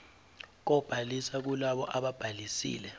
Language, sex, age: Zulu, male, 23